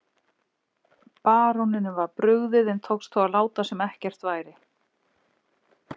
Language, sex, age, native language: Icelandic, female, 40-49, Icelandic